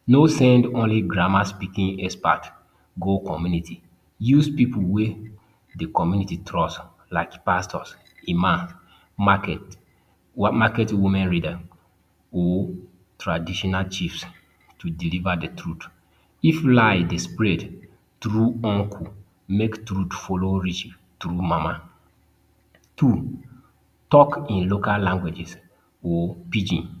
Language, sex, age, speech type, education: Nigerian Pidgin, male, 30-45, spontaneous, tertiary